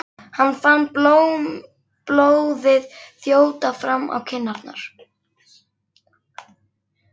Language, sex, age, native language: Icelandic, female, 11, Icelandic